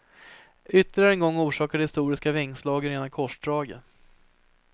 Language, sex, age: Swedish, female, 30